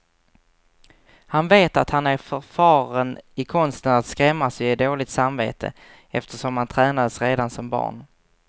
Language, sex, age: Swedish, male, 24